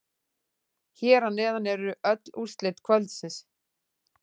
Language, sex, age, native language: Icelandic, female, 40-49, Icelandic